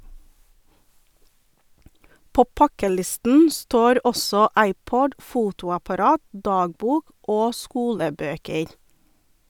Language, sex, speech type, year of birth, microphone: Norwegian, female, read, 1982, Sennheiser